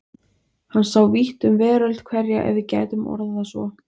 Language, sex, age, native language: Icelandic, female, 20-29, Icelandic